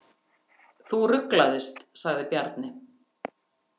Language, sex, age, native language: Icelandic, female, 50-59, Icelandic